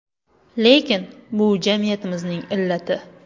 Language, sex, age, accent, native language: Uzbek, female, 18-24, Qoraqalpog'iston, Uzbek